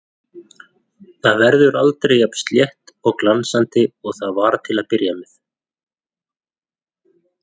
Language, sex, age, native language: Icelandic, male, 40-49, Icelandic